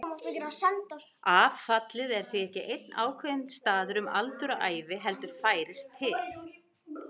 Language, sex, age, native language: Icelandic, female, 40-49, Icelandic